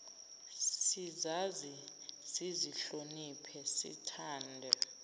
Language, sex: Zulu, female